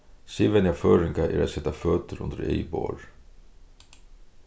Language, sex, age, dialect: Faroese, male, 36-60, Suðurstreymoy